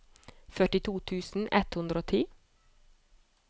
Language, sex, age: Norwegian, female, 30